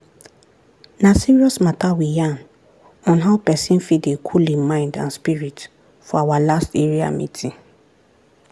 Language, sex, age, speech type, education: Nigerian Pidgin, female, 30-45, spontaneous, tertiary